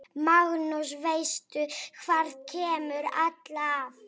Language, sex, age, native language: Icelandic, female, 7, Polish